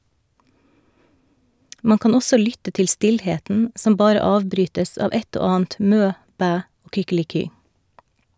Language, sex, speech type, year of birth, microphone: Norwegian, female, read, 1969, Shure